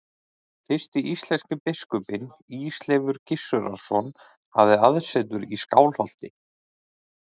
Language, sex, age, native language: Icelandic, male, 30-39, Icelandic